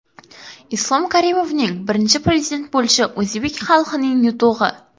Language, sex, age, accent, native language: Uzbek, female, under 19, Qoraqalpog'iston, Karakalpak